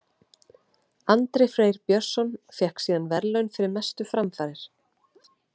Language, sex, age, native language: Icelandic, female, 30-39, Icelandic